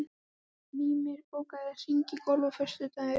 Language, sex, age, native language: Icelandic, female, 14, Icelandic